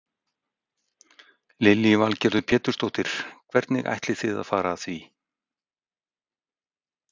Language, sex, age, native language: Icelandic, male, 60-69, Icelandic